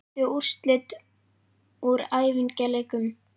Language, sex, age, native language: Icelandic, male, 11, Icelandic